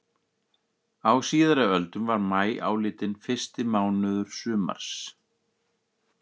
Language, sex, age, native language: Icelandic, male, 40-49, Icelandic